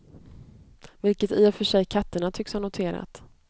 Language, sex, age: Swedish, female, 29